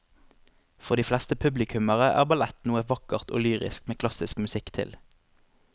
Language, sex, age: Norwegian, male, 25